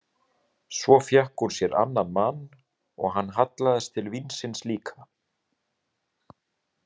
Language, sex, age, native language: Icelandic, male, 30-39, Icelandic